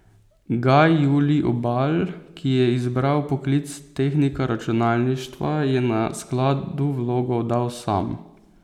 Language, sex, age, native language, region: Slovenian, male, 18-29, Slovenian, Posavska region